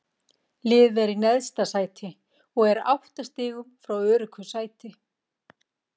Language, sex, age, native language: Icelandic, female, 40-49, Icelandic